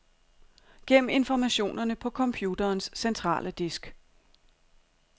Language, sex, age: Danish, female, 42